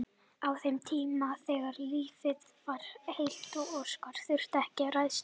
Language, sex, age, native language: Icelandic, male, 30-39, Icelandic